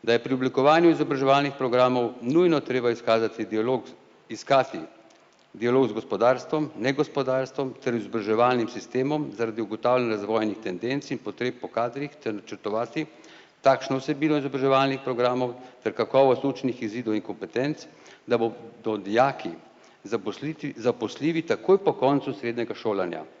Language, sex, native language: Slovenian, male, Slovenian